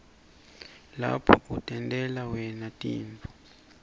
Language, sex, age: Swati, male, 24